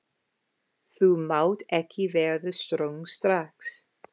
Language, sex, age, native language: Icelandic, female, 50-59, English